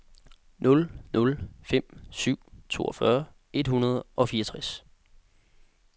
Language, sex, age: Danish, male, 18